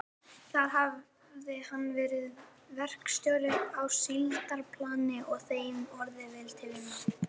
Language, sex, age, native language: Icelandic, female, 18-19, Icelandic